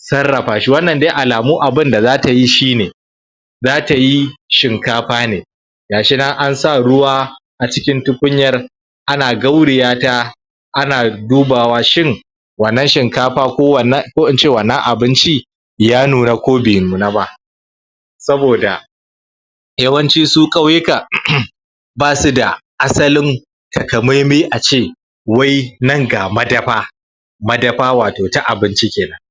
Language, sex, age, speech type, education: Hausa, male, 15-29, spontaneous, primary